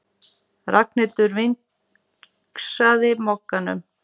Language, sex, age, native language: Icelandic, female, 40-49, Icelandic